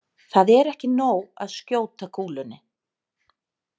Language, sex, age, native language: Icelandic, female, 30-39, Icelandic